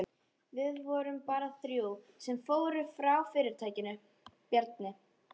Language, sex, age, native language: Icelandic, female, 13, Icelandic